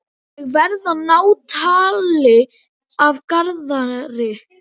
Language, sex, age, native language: Icelandic, male, 12, Icelandic